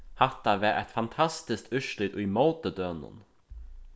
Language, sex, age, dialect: Faroese, male, 15-35, Suðurstreymoy